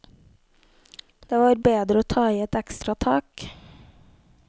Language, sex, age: Norwegian, female, 18